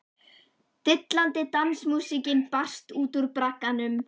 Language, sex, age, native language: Icelandic, female, 11, Icelandic